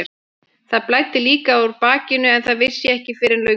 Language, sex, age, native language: Icelandic, female, 30-39, Icelandic